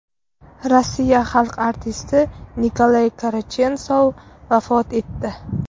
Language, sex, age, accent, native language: Uzbek, female, 18-24, Navoiy, Uzbek